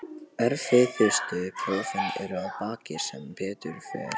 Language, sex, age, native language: Icelandic, male, 18-19, Polish